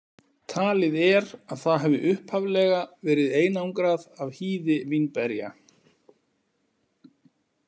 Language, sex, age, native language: Icelandic, male, 40-49, Icelandic